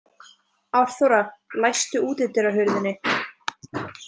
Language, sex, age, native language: Icelandic, female, 20-29, Icelandic